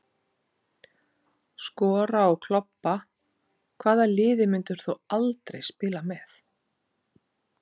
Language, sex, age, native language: Icelandic, female, 40-49, Icelandic